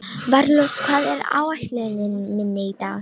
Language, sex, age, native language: Icelandic, female, 18-19, Romanian